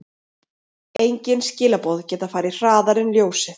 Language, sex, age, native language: Icelandic, female, 30-39, Icelandic